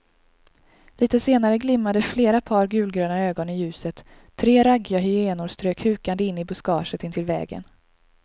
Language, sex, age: Swedish, female, 23